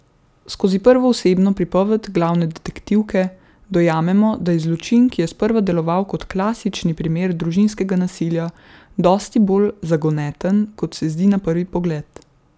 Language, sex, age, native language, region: Slovenian, female, 18-29, Slovenian, Central Slovenia